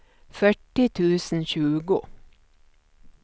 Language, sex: Swedish, female